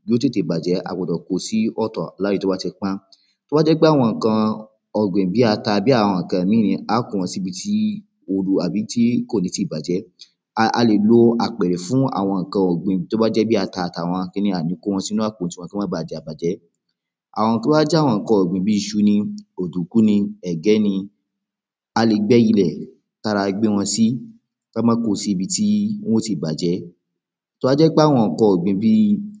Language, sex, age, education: Yoruba, male, 15-29, primary